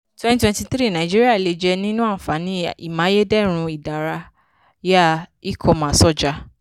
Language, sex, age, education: Yoruba, female, 15-29, tertiary